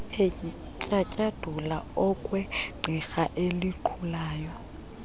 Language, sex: Xhosa, female